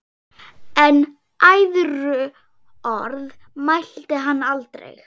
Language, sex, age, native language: Icelandic, female, 8, Icelandic